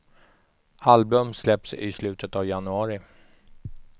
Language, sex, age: Swedish, male, 44